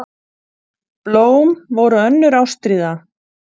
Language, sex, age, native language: Icelandic, female, 40-49, Icelandic